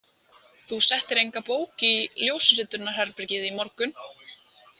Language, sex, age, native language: Icelandic, female, 18-19, Icelandic